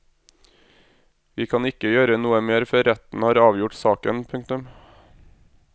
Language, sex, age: Norwegian, male, 26